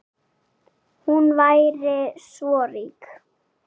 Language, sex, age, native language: Icelandic, female, 8, Icelandic